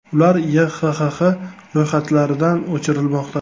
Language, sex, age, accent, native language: Uzbek, male, 25-34, Toshkent viloyati, Uzbek